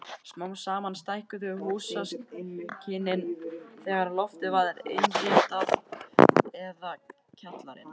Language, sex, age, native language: Icelandic, male, 13, Icelandic